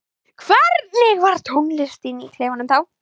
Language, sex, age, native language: Icelandic, female, 11, Icelandic